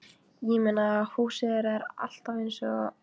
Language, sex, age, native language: Icelandic, female, 15, Icelandic